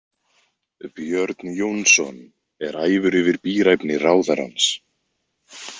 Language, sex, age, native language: Icelandic, male, 20-29, Icelandic